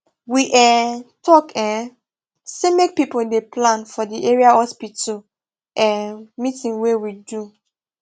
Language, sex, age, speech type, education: Nigerian Pidgin, female, 15-29, spontaneous, tertiary